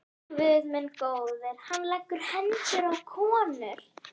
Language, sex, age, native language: Icelandic, female, 11, Icelandic